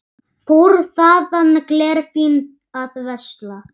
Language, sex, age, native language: Icelandic, male, 8, Icelandic